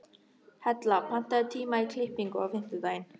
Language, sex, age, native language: Icelandic, female, 13, Icelandic